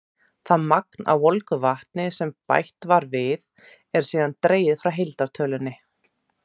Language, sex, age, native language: Icelandic, female, 30-39, Icelandic